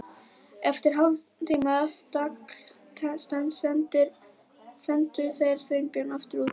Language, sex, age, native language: Icelandic, female, 11, Icelandic